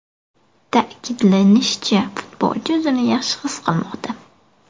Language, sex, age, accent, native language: Uzbek, female, 18-24, Buxoro, Uzbek